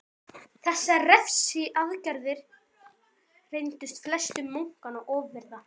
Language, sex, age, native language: Icelandic, female, 12, Icelandic